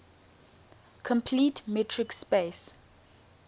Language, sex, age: English, female, 19